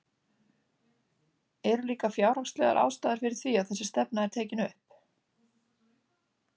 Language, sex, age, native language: Icelandic, female, 30-39, Icelandic